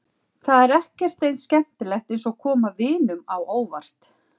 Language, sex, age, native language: Icelandic, female, 40-49, Icelandic